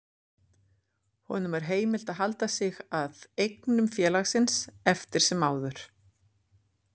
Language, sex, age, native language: Icelandic, female, 50-59, Icelandic